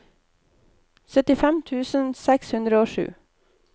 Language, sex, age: Norwegian, female, 29